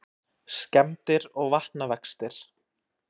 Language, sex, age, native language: Icelandic, male, 20-29, Icelandic